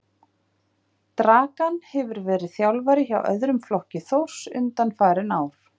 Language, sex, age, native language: Icelandic, female, 50-59, Icelandic